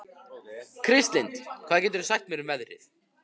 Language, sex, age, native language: Icelandic, male, 50-59, Icelandic